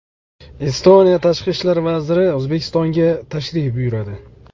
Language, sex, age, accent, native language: Uzbek, male, 25-34, Jizzax, Uzbek